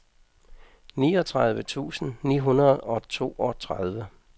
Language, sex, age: Danish, male, 55